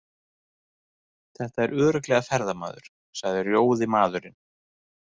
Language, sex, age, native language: Icelandic, male, 30-39, Icelandic